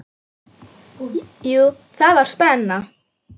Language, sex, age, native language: Icelandic, female, 9, Icelandic